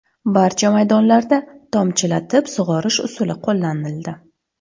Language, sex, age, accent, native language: Uzbek, female, 25-34, Surxondaryo, Uzbek